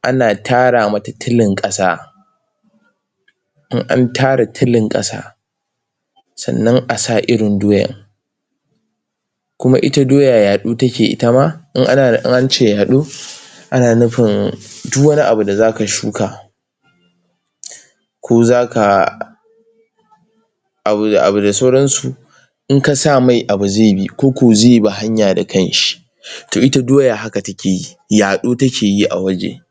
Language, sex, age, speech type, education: Hausa, male, 15-29, spontaneous, tertiary